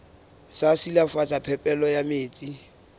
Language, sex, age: Southern Sotho, male, 22